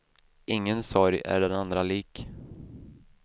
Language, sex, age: Swedish, male, 28